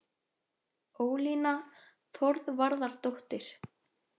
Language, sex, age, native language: Icelandic, female, 20-29, Icelandic